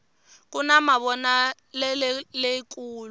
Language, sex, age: Tsonga, female, 19